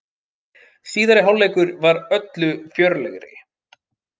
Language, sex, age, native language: Icelandic, male, 30-39, Icelandic